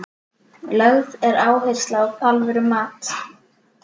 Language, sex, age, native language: Icelandic, female, 12, Icelandic